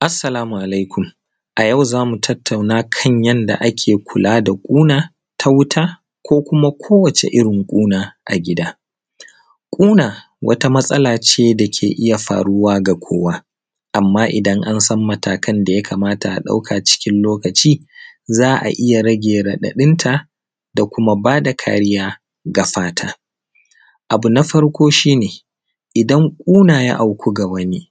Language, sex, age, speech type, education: Hausa, male, 30-45, spontaneous, primary